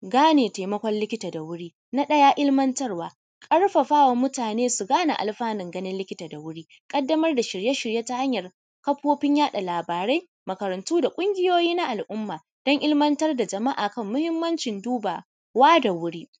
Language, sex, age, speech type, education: Hausa, female, 30-45, spontaneous, primary